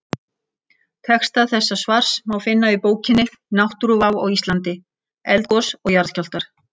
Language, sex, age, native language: Icelandic, female, 60-69, Icelandic